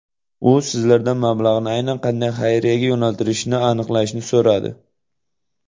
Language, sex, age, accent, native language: Uzbek, male, 18-24, Jizzax, Uzbek